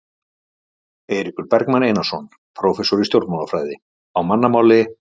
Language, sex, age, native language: Icelandic, male, 50-59, Icelandic